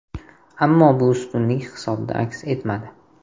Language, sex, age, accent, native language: Uzbek, male, 18-24, Toshkent shahri, Uzbek